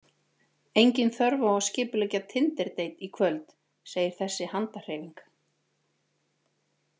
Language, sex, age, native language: Icelandic, female, 40-49, Icelandic